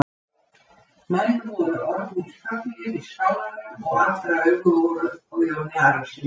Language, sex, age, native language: Icelandic, female, 70-79, Icelandic